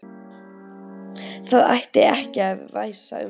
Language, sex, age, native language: Icelandic, female, 12, Icelandic